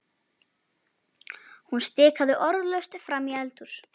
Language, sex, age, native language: Icelandic, female, 11, Icelandic